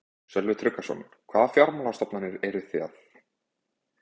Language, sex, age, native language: Icelandic, male, 20-29, Icelandic